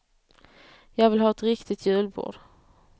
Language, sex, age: Swedish, female, 30